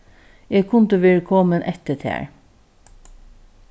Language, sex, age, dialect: Faroese, female, 36-60, Norðurstreymoy/Eysturoy